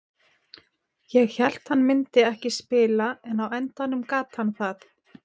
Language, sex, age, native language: Icelandic, female, 30-39, Icelandic